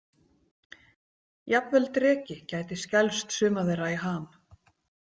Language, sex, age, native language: Icelandic, female, 40-49, Icelandic